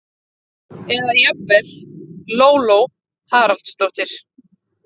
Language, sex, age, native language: Icelandic, female, 30-39, Icelandic